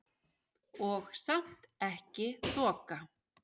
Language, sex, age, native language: Icelandic, male, 6, Icelandic